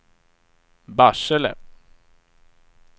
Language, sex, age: Swedish, male, 35